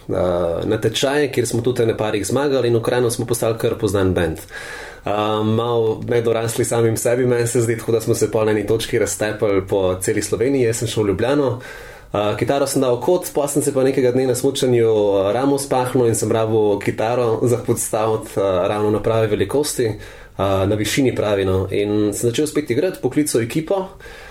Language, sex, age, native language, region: Slovenian, male, 30-49, Slovenian, Central Slovenia